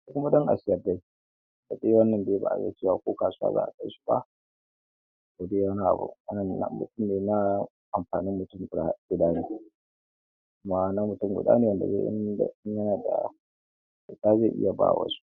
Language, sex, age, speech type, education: Hausa, male, 15-29, spontaneous, tertiary